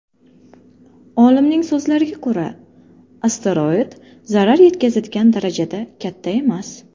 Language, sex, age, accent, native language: Uzbek, female, 19-29, Jizzax, Uzbek